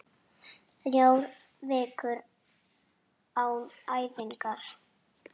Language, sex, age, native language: Icelandic, female, 6, Icelandic